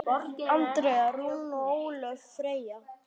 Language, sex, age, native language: Icelandic, male, 9, Icelandic